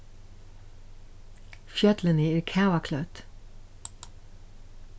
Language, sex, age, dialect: Faroese, female, 36-60, Suðurstreymoy